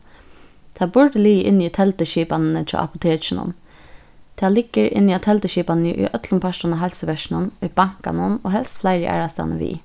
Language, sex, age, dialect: Faroese, female, 15-35, Suðurstreymoy